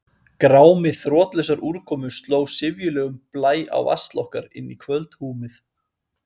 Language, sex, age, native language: Icelandic, male, 30-39, Icelandic